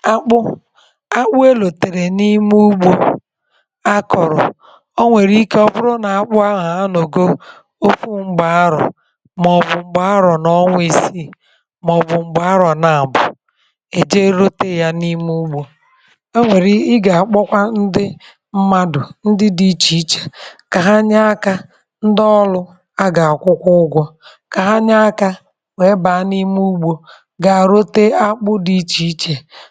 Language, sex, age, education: Igbo, female, 30-45, tertiary